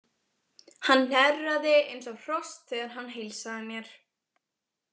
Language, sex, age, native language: Icelandic, female, 20-29, Icelandic